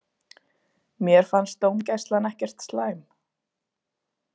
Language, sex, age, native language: Icelandic, female, 20-29, Icelandic